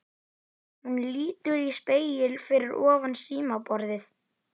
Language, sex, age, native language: Icelandic, male, 11, Icelandic